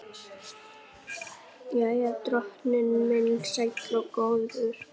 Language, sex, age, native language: Icelandic, male, 11, Icelandic